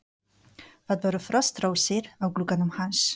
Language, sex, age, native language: Icelandic, female, 40-49, Polish